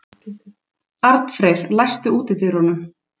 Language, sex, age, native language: Icelandic, female, 30-39, Icelandic